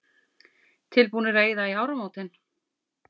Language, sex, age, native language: Icelandic, female, 40-49, Icelandic